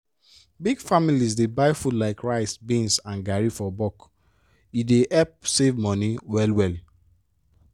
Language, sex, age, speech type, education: Nigerian Pidgin, male, 15-29, spontaneous, tertiary